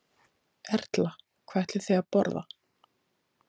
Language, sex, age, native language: Icelandic, female, 30-39, Icelandic